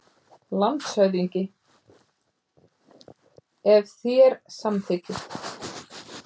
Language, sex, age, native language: Icelandic, female, 30-39, Icelandic